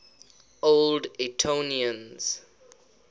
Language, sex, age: English, male, 21